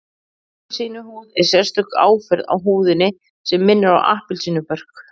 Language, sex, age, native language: Icelandic, female, 40-49, Icelandic